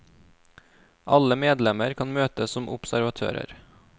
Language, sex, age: Norwegian, male, 26